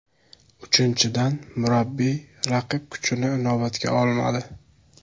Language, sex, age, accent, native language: Uzbek, male, 18-24, Samarqand, Uzbek